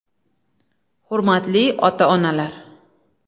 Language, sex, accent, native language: Uzbek, female, Samarqand, Uzbek